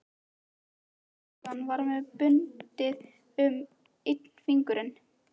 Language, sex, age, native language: Icelandic, female, 13, Icelandic